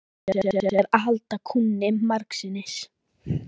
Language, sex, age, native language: Icelandic, female, 13, Icelandic